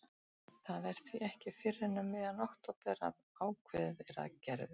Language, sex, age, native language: Icelandic, female, 60-69, Icelandic